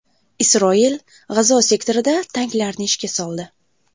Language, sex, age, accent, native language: Uzbek, female, 18-24, Buxoro, Uzbek